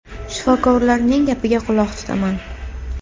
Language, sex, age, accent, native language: Uzbek, female, 18-24, Toshkent viloyati, Uzbek